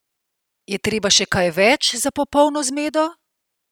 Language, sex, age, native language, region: Slovenian, female, 50-59, Slovenian, Central Slovenia